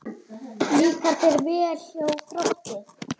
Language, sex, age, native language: Icelandic, female, 10, Icelandic